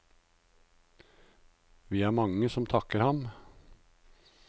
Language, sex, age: Norwegian, male, 56